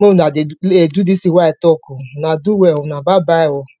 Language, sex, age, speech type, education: Nigerian Pidgin, female, 30-45, spontaneous, tertiary